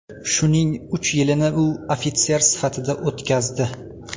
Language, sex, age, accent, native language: Uzbek, male, 19-29, Toshkent viloyati, Uzbek